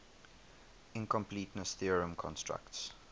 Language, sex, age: English, male, 21